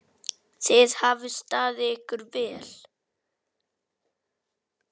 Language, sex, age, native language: Icelandic, male, 9, Icelandic